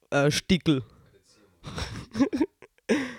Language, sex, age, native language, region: Slovenian, female, 18-29, Slovenian, Drava region